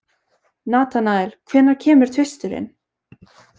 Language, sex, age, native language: Icelandic, female, 20-29, Icelandic